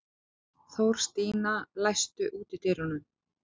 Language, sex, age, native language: Icelandic, female, 40-49, Icelandic